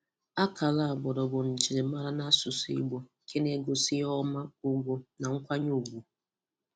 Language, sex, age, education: Igbo, female, 15-29, tertiary